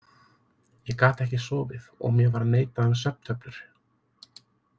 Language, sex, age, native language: Icelandic, male, 30-39, Icelandic